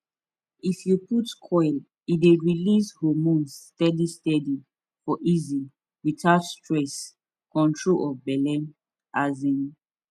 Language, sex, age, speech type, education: Nigerian Pidgin, female, 15-29, spontaneous, secondary